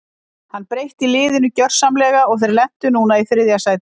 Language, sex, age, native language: Icelandic, female, 50-59, Icelandic